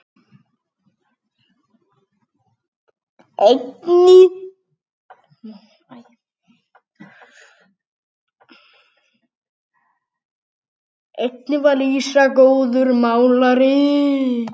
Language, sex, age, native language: Icelandic, male, 9, Icelandic